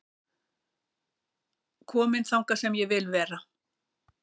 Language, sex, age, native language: Icelandic, female, 60-69, Icelandic